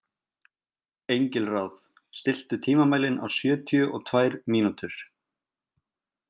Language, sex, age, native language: Icelandic, male, 20-29, Icelandic